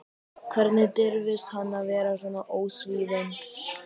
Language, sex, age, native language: Icelandic, male, 12, Icelandic